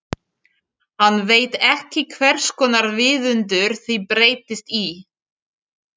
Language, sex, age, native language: Icelandic, female, 40-49, French